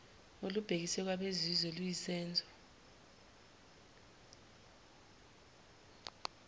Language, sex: Zulu, female